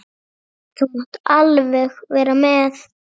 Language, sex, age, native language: Icelandic, female, 7, Icelandic